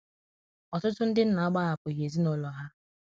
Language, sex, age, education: Igbo, female, 15-29, secondary